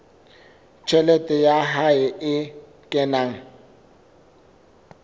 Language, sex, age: Southern Sotho, male, 24